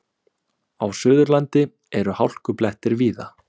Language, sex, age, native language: Icelandic, male, 20-29, Icelandic